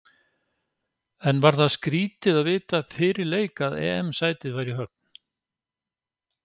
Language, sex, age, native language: Icelandic, male, 60-69, Icelandic